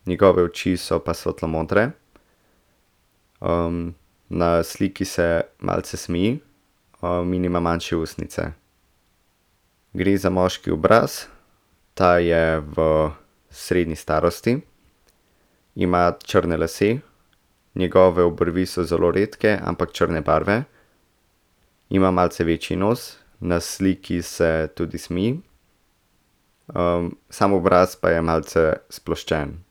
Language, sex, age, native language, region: Slovenian, male, 18-29, Slovenian, Central Slovenia